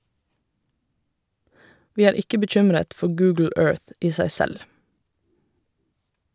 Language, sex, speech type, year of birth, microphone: Norwegian, female, read, 1985, Shure